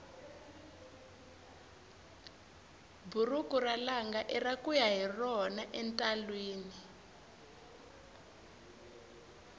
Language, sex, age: Tsonga, female, 24